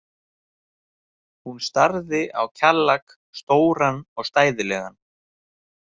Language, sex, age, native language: Icelandic, male, 30-39, Icelandic